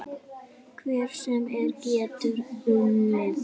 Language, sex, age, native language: Icelandic, female, 8, Icelandic